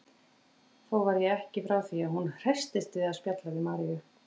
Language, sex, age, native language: Icelandic, female, 40-49, Icelandic